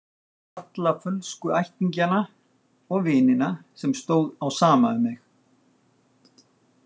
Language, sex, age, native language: Icelandic, male, 60-69, Icelandic